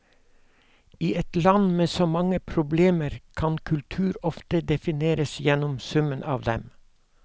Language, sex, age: Norwegian, male, 52